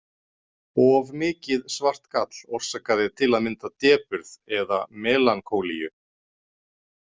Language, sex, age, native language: Icelandic, male, 30-39, Icelandic